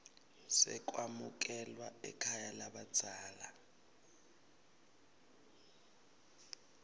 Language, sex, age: Swati, male, 19